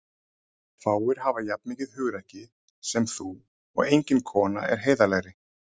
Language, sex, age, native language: Icelandic, male, 30-39, Icelandic